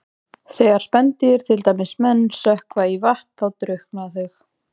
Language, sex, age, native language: Icelandic, female, 20-29, Icelandic